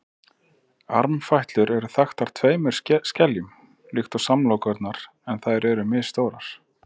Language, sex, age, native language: Icelandic, male, 30-39, Icelandic